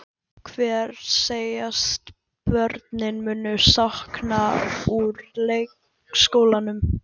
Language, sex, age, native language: Icelandic, male, 11, Icelandic